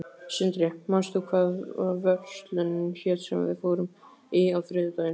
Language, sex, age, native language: Icelandic, male, 15, Icelandic